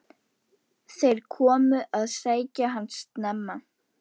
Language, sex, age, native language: Icelandic, female, 11, Icelandic